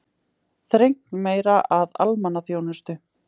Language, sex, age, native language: Icelandic, female, 20-29, Icelandic